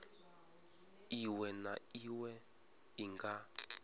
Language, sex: Venda, male